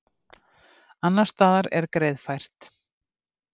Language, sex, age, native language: Icelandic, female, 50-59, Icelandic